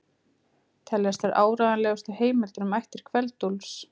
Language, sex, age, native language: Icelandic, female, 30-39, Icelandic